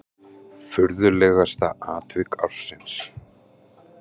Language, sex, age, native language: Icelandic, male, 30-39, Icelandic